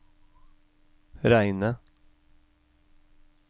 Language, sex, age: Norwegian, male, 33